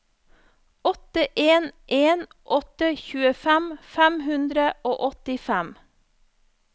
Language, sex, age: Norwegian, female, 34